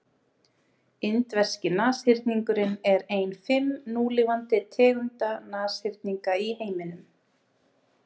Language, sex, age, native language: Icelandic, female, 30-39, Icelandic